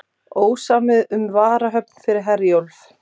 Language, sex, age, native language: Icelandic, female, 30-39, Icelandic